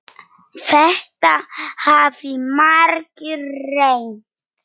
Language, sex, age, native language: Icelandic, female, 9, Polish